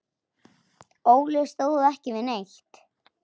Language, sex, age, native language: Icelandic, female, 8, Icelandic